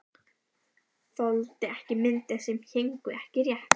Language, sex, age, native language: Icelandic, female, 12, Icelandic